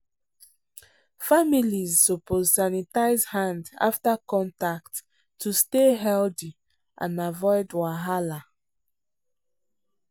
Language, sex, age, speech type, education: Nigerian Pidgin, female, 15-29, spontaneous, tertiary